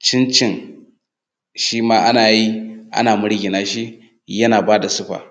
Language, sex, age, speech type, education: Hausa, male, 30-45, spontaneous, tertiary